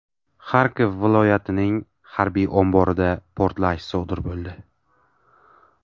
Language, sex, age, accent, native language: Uzbek, male, 18-24, Navoiy, Uzbek